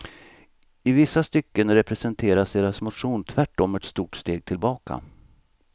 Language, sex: Swedish, male